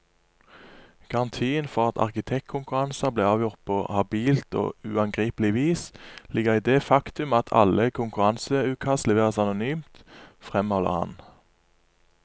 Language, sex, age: Norwegian, male, 27